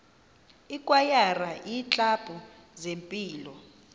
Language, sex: Xhosa, female